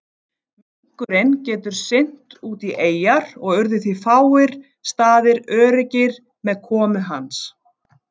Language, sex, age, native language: Icelandic, female, 50-59, Icelandic